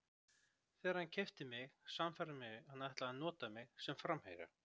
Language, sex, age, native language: Icelandic, male, 30-39, Icelandic